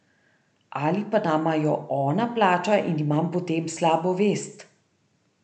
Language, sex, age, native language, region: Slovenian, female, 30-49, Slovenian, Central Slovenia